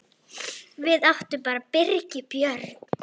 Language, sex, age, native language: Icelandic, female, 9, Icelandic